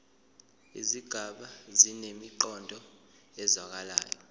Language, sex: Zulu, male